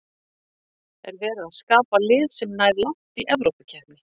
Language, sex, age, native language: Icelandic, female, 50-59, Icelandic